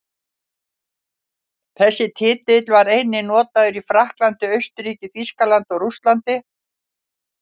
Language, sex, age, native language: Icelandic, female, 60-69, Icelandic